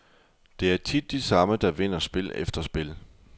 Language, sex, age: Danish, male, 24